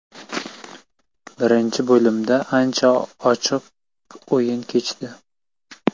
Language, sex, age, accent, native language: Uzbek, male, 18-24, Qashqadaryo, Uzbek